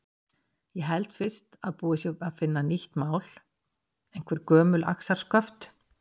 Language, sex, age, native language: Icelandic, female, 60-69, Icelandic